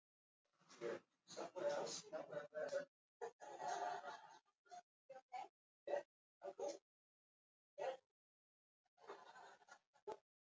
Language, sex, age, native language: Icelandic, female, 60-69, Icelandic